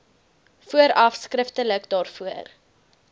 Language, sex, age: Afrikaans, female, 19